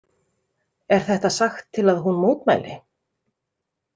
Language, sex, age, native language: Icelandic, female, 30-39, Icelandic